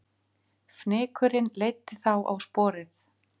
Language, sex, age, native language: Icelandic, female, 50-59, Icelandic